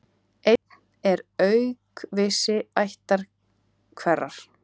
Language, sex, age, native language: Icelandic, female, 18-19, Icelandic